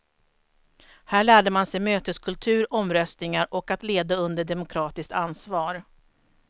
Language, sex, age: Swedish, female, 43